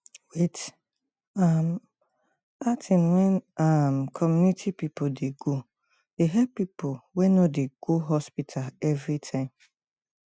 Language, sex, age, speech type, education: Nigerian Pidgin, female, 30-45, spontaneous, tertiary